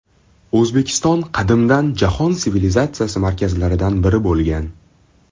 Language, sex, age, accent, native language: Uzbek, male, 12-17, Toshkent shahri, Uzbek